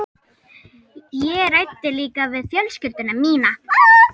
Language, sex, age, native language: Icelandic, female, 18-19, Icelandic